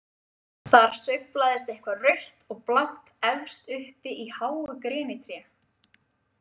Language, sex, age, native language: Icelandic, female, 20-29, Icelandic